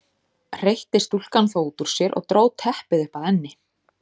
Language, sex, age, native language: Icelandic, female, 30-39, Icelandic